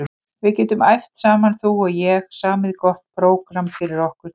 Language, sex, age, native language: Icelandic, female, 50-59, Icelandic